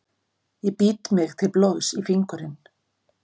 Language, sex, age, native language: Icelandic, female, 50-59, Icelandic